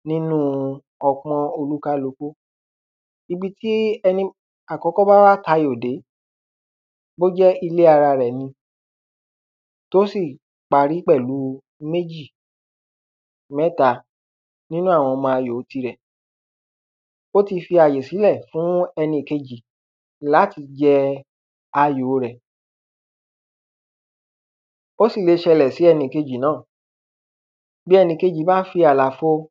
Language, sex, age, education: Yoruba, male, 15-29, tertiary